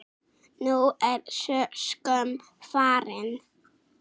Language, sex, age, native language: Icelandic, female, 6, Icelandic